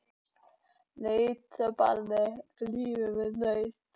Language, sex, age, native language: Icelandic, male, 18-19, Icelandic